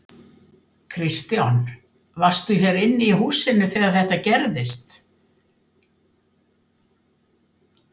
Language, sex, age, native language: Icelandic, female, 70-79, Icelandic